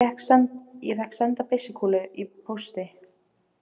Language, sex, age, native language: Icelandic, female, 18-19, Icelandic